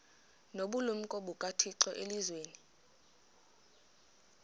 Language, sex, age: Xhosa, female, 23